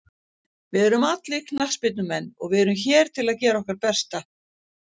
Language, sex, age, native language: Icelandic, female, 60-69, Icelandic